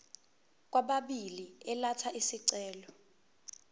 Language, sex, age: Zulu, female, 19